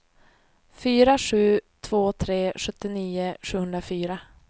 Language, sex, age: Swedish, female, 28